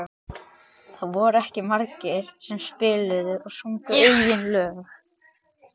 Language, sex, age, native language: Icelandic, male, 13, Icelandic